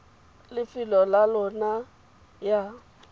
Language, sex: Tswana, female